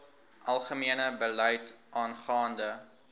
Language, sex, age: Afrikaans, male, 19